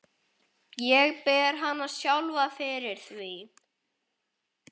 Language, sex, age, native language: Icelandic, male, 11, Icelandic